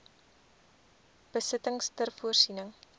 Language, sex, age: Afrikaans, female, 20